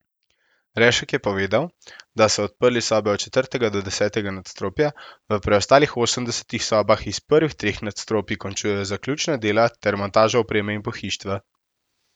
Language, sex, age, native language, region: Slovenian, male, 18-29, Slovenian, Central Slovenia